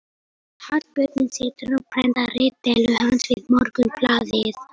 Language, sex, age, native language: Icelandic, male, 18-19, Polish